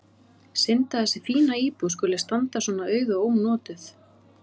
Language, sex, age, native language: Icelandic, female, 30-39, Icelandic